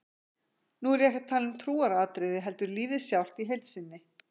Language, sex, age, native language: Icelandic, female, 50-59, Icelandic